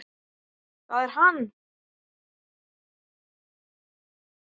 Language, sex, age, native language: Icelandic, male, 9, Icelandic